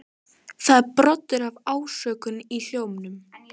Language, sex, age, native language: Icelandic, female, 12, Icelandic